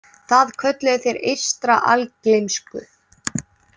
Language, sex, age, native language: Icelandic, female, 18-19, Icelandic